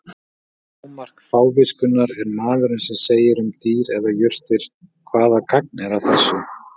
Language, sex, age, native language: Icelandic, male, 40-49, Icelandic